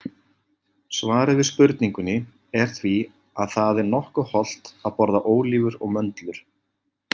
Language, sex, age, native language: Icelandic, male, 40-49, Icelandic